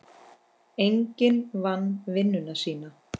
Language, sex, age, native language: Icelandic, female, 10, Icelandic